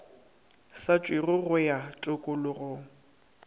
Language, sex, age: Northern Sotho, male, 19